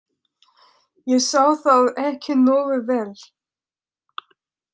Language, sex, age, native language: Icelandic, female, 30-39, French